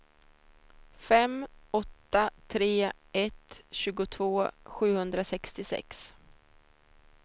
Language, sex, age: Swedish, female, 26